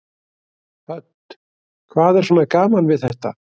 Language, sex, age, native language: Icelandic, male, 60-69, Icelandic